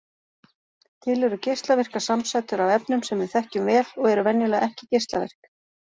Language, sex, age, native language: Icelandic, female, 40-49, Icelandic